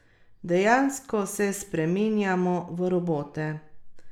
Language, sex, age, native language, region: Slovenian, female, 30-49, Slovenian, Carinthia region